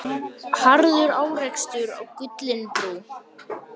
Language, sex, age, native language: Icelandic, male, 18-19, Icelandic